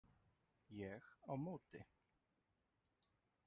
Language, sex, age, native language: Icelandic, male, 30-39, Icelandic